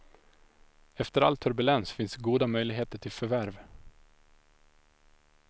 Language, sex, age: Swedish, male, 25